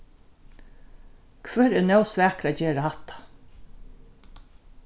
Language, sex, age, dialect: Faroese, female, 36-60, Norðurstreymoy/Eysturoy